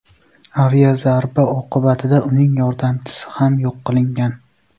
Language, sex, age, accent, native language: Uzbek, male, 18-24, Sirdaryo, Uzbek